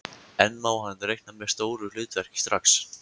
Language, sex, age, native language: Icelandic, male, 14, Icelandic